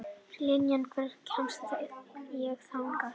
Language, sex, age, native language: Icelandic, male, 30-39, Icelandic